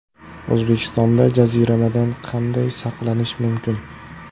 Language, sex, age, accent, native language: Uzbek, male, 18-24, Farg'ona, Uzbek